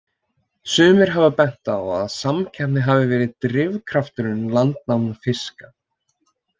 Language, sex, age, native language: Icelandic, male, 20-29, Icelandic